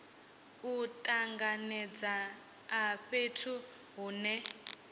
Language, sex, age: Venda, female, 18